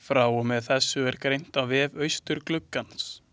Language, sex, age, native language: Icelandic, male, 20-29, Icelandic